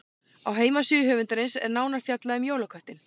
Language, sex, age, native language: Icelandic, female, 18-19, Icelandic